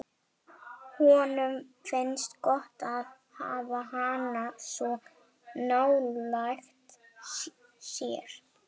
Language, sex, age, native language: Icelandic, female, 11, German